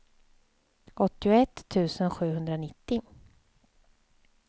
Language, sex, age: Swedish, female, 27